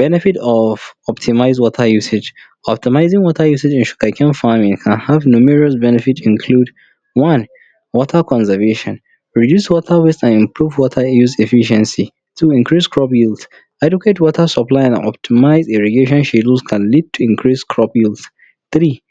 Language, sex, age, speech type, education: Hausa, male, 30-45, spontaneous, tertiary